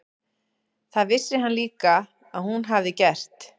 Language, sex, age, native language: Icelandic, female, 11, Icelandic